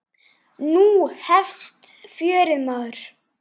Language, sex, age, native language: Icelandic, male, 8, Icelandic